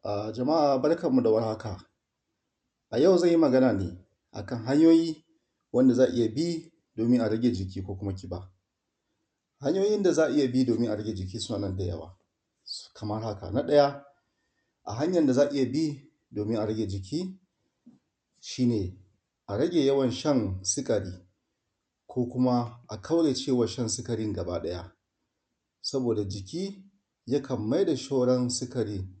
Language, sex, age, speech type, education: Hausa, male, 30-45, spontaneous, tertiary